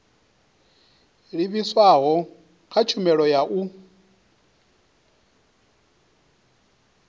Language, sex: Venda, male